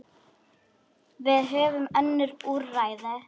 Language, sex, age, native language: Icelandic, female, 9, Icelandic